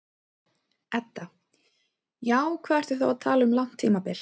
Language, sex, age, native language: Icelandic, female, 30-39, Icelandic